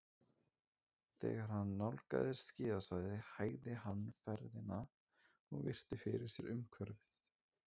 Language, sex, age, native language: Icelandic, male, 20-29, Icelandic